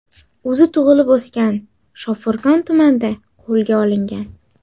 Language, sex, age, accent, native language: Uzbek, female, under 19, Jizzax, Uzbek